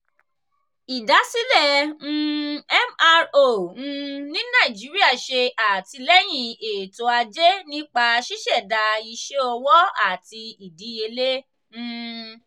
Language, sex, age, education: Yoruba, female, 15-29, tertiary